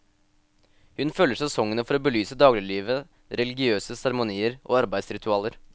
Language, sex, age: Norwegian, male, 18